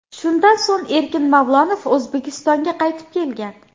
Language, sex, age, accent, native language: Uzbek, female, 18-24, Andijon, Uzbek